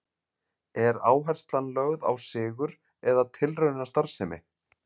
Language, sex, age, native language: Icelandic, male, 30-39, Icelandic